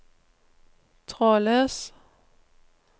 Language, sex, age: Norwegian, female, 39